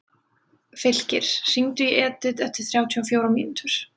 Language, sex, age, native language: Icelandic, female, 20-29, Icelandic